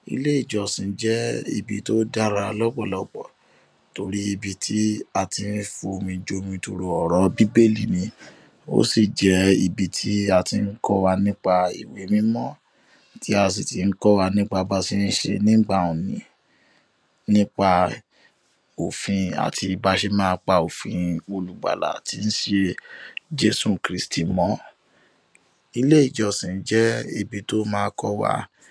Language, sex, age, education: Yoruba, male, 15-29, tertiary